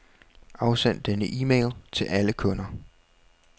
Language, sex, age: Danish, male, 21